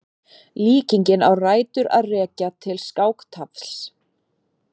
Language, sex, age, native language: Icelandic, female, 30-39, Icelandic